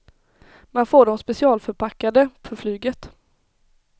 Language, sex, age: Swedish, female, 21